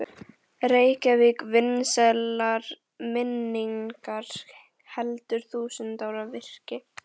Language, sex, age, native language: Icelandic, female, 11, Icelandic